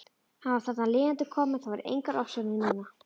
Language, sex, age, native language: Icelandic, female, 11, Icelandic